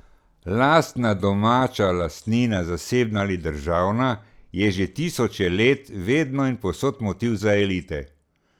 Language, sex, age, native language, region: Slovenian, male, 60+, Slovenian, Central Slovenia